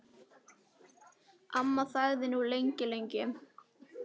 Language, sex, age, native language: Icelandic, female, 10, Icelandic